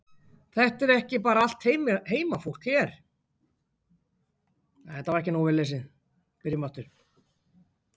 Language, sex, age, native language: Icelandic, female, 18-19, Icelandic